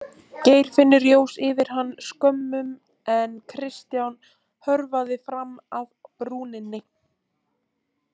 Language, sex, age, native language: Icelandic, female, 18-19, Icelandic